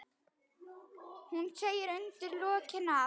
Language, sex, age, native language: Icelandic, female, 10, Icelandic